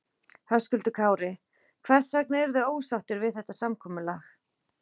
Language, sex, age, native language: Icelandic, female, 40-49, Icelandic